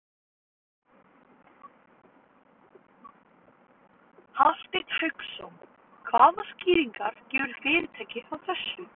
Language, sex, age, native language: Icelandic, male, 18-19, Icelandic